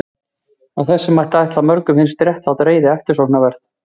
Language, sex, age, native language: Icelandic, male, 40-49, Icelandic